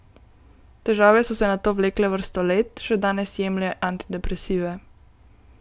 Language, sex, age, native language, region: Slovenian, female, 18-29, Slovenian, Gorenjska region